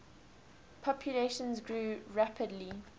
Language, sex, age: English, female, 20